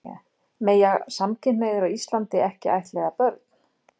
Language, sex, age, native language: Icelandic, female, 40-49, Icelandic